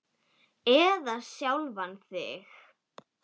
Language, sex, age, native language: Icelandic, female, 10, Icelandic